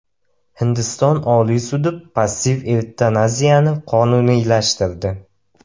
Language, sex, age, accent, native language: Uzbek, male, 18-24, Samarqand, Uzbek